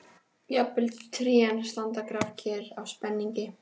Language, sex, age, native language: Icelandic, female, 14, Icelandic